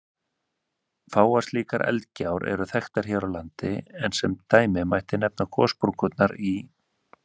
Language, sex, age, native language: Icelandic, male, 30-39, Icelandic